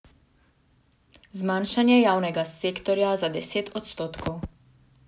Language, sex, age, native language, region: Slovenian, female, 18-29, Slovenian, Savinja region